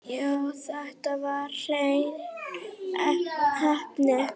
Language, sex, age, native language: Icelandic, female, 8, Icelandic